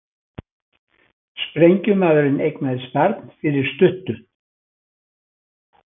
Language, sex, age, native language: Icelandic, male, 80-89, Icelandic